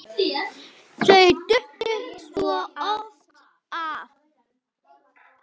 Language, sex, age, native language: Icelandic, male, 8, Icelandic